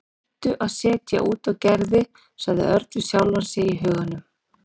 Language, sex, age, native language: Icelandic, female, 40-49, Icelandic